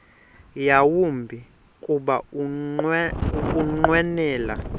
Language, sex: Xhosa, male